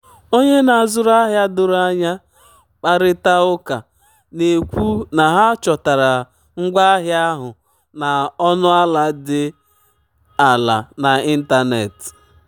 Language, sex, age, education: Igbo, male, 30-45, tertiary